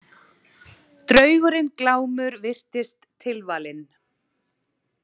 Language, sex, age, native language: Icelandic, female, 30-39, Icelandic